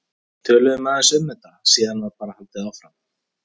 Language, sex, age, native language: Icelandic, male, 30-39, Icelandic